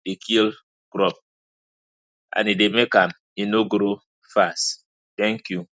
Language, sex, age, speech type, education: Nigerian Pidgin, male, 15-29, spontaneous, tertiary